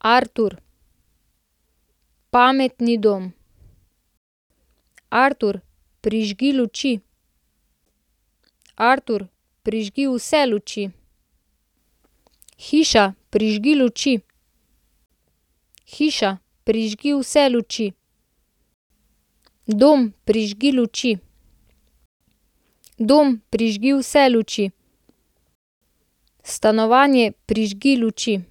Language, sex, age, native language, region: Slovenian, female, 18-29, Slovenian, Central Slovenia